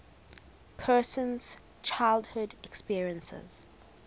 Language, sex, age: English, female, 19